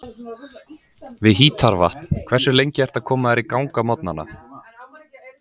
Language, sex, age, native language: Icelandic, male, 20-29, Icelandic